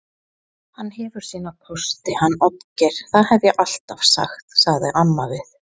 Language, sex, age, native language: Icelandic, female, 20-29, Icelandic